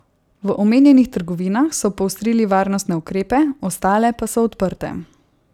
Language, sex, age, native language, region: Slovenian, female, 18-29, Slovenian, Savinja region